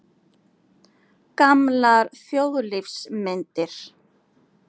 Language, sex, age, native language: Icelandic, female, 40-49, Icelandic